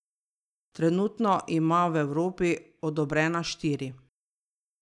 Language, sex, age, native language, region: Slovenian, female, 30-49, Slovenian, Drava region